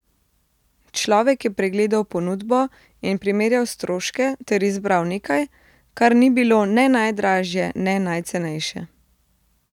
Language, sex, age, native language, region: Slovenian, female, 30-49, Slovenian, Central Slovenia